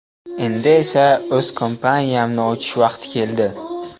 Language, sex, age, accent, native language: Uzbek, male, 12-17, Namangan, Uzbek